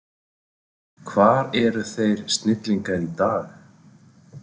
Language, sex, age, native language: Icelandic, male, 40-49, Icelandic